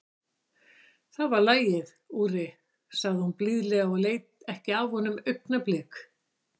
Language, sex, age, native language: Icelandic, female, 60-69, Icelandic